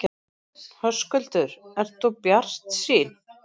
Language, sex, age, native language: Icelandic, female, 40-49, Icelandic